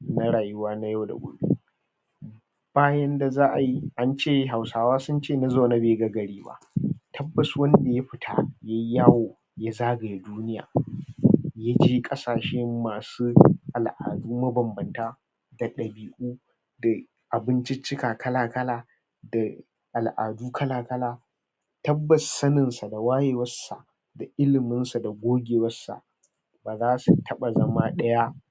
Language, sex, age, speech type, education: Hausa, male, 30-45, spontaneous, tertiary